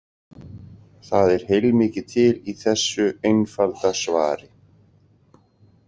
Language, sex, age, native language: Icelandic, male, 40-49, Icelandic